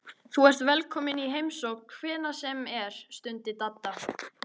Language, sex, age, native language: Icelandic, female, 13, Icelandic